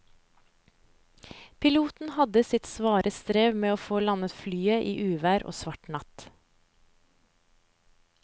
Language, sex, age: Norwegian, female, 30